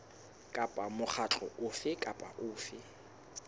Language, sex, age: Southern Sotho, male, 22